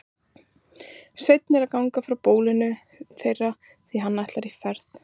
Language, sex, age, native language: Icelandic, female, 30-39, Icelandic